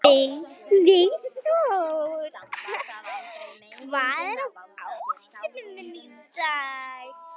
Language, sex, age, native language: Icelandic, female, 11, Icelandic